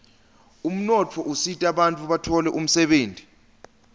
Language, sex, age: Swati, male, 20